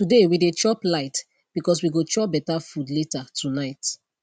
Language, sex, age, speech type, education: Nigerian Pidgin, female, 15-29, spontaneous, tertiary